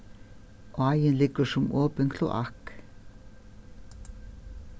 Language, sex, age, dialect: Faroese, female, 61+, Suðurstreymoy